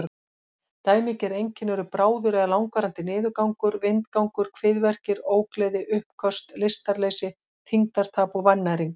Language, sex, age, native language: Icelandic, female, 40-49, Icelandic